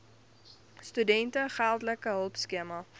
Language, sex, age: Afrikaans, female, 21